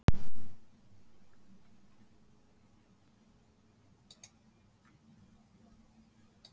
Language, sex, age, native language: Icelandic, female, 60-69, Icelandic